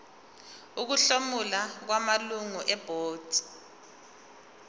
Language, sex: Zulu, female